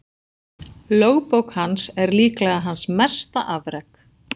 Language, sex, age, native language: Icelandic, female, 40-49, Icelandic